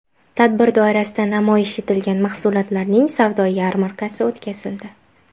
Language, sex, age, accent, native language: Uzbek, female, 19-29, Samarqand, Uzbek